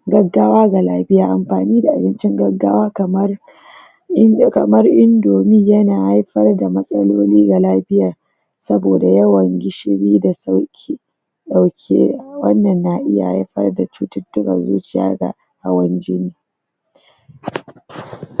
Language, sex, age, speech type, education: Hausa, female, 30-45, spontaneous, tertiary